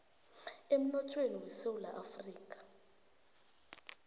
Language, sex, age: South Ndebele, female, 24